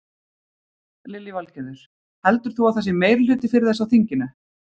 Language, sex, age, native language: Icelandic, female, 30-39, Icelandic